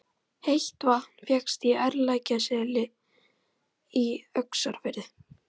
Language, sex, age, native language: Icelandic, female, 12, Icelandic